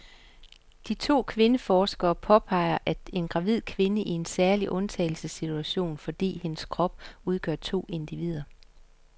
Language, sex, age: Danish, female, 50